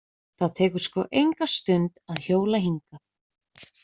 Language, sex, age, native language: Icelandic, female, 20-29, Icelandic